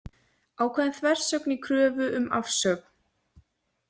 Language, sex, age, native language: Icelandic, female, 20-29, Icelandic